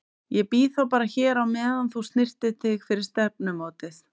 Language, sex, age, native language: Icelandic, female, 30-39, Icelandic